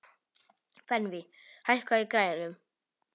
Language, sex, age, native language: Icelandic, male, 18-19, Polish